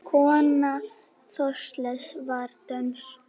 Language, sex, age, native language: Icelandic, female, 8, Icelandic